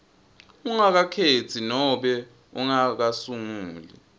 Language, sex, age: Swati, male, 20